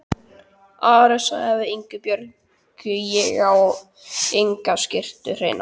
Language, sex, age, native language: Icelandic, male, 12, Icelandic